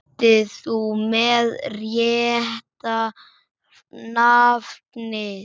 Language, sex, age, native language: Icelandic, male, 6, Icelandic